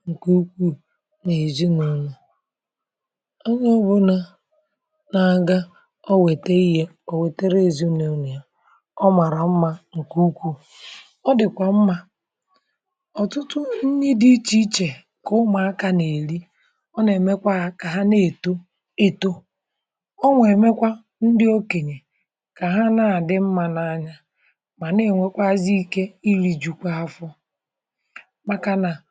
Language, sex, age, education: Igbo, female, 30-45, tertiary